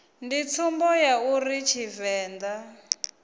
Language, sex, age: Venda, female, 24